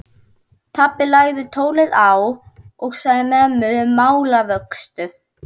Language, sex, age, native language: Icelandic, female, 12, Icelandic